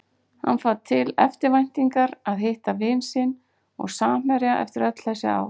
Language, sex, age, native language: Icelandic, female, 40-49, Icelandic